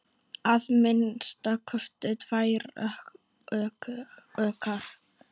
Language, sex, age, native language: Icelandic, female, 9, Icelandic